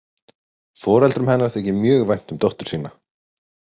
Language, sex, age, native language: Icelandic, male, 30-39, Icelandic